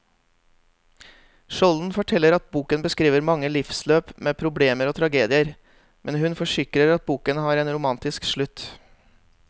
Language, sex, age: Norwegian, male, 32